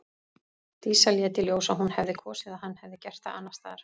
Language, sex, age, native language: Icelandic, female, 30-39, Icelandic